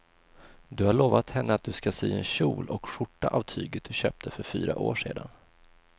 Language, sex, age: Swedish, male, 26